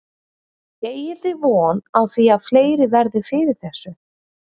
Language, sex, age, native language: Icelandic, female, 30-39, Icelandic